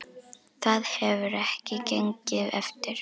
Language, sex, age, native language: Icelandic, female, 10, Icelandic